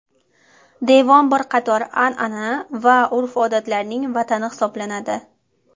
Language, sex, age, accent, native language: Uzbek, female, under 19, Toshkent shahri, Uzbek